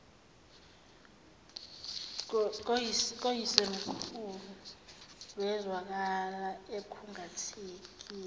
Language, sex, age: Zulu, female, 24